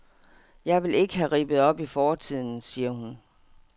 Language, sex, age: Danish, female, 57